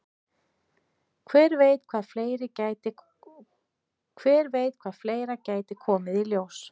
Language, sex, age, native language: Icelandic, female, 30-39, Icelandic